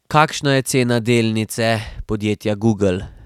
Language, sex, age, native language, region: Slovenian, male, 18-29, Slovenian, Drava region